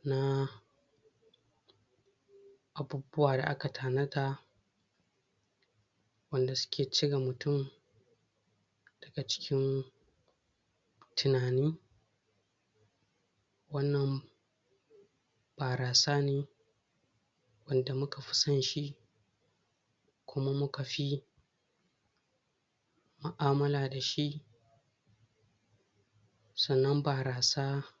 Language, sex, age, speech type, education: Hausa, male, 60+, spontaneous, tertiary